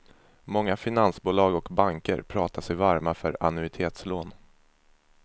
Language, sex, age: Swedish, male, 24